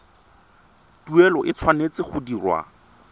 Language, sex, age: Tswana, male, 23